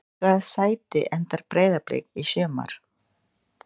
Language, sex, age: Icelandic, female, 20-29